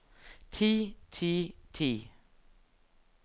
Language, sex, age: Norwegian, female, 42